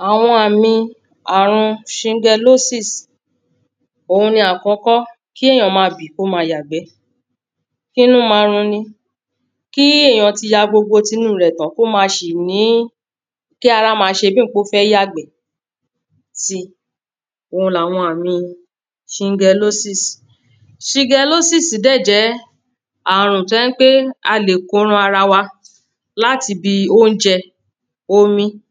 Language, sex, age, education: Yoruba, female, 30-45, tertiary